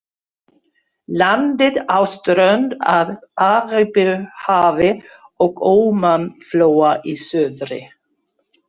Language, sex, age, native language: Icelandic, female, 60-69, Swedish